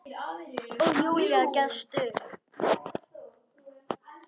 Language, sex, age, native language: Icelandic, male, 10, Icelandic